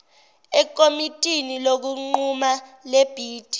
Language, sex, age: Zulu, female, 17